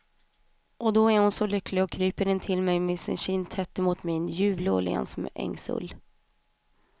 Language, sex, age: Swedish, female, 31